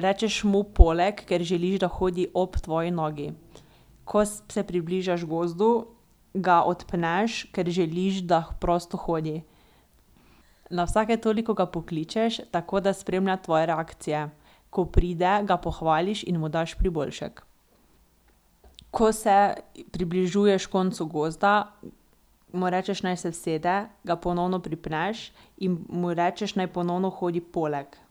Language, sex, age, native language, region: Slovenian, female, 18-29, Slovenian, Drava region